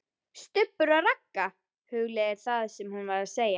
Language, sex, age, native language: Icelandic, female, 11, Icelandic